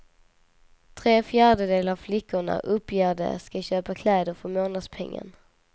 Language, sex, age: Swedish, female, 19